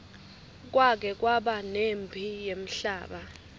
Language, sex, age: Swati, female, 21